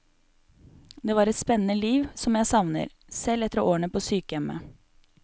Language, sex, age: Norwegian, female, 28